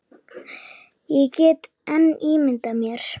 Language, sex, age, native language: Icelandic, female, 9, Icelandic